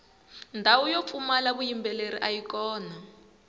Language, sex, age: Tsonga, female, 20